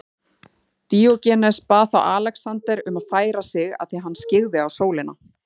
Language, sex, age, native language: Icelandic, female, 30-39, Icelandic